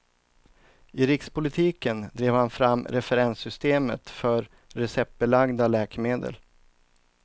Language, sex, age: Swedish, male, 39